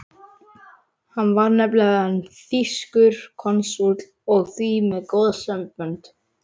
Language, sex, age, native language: Icelandic, male, 11, Icelandic